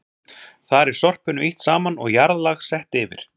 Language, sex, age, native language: Icelandic, male, 40-49, Icelandic